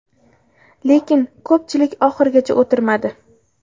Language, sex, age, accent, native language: Uzbek, female, 18-24, Farg'ona, Uzbek